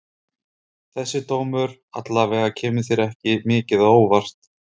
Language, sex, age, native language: Icelandic, male, 30-39, Icelandic